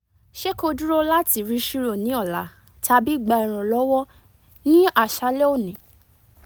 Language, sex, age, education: Yoruba, female, 15-29, tertiary